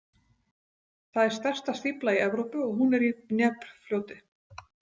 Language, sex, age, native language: Icelandic, female, 40-49, Icelandic